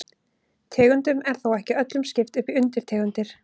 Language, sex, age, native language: Icelandic, female, 30-39, Icelandic